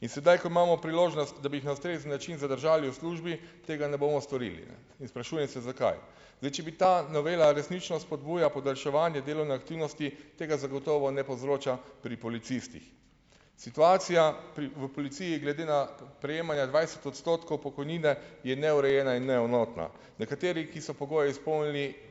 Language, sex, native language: Slovenian, male, Slovenian